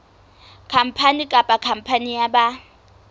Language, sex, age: Southern Sotho, female, 20